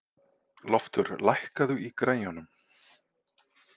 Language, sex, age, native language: Icelandic, male, 40-49, Icelandic